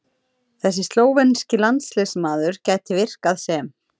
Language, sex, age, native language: Icelandic, female, 30-39, Icelandic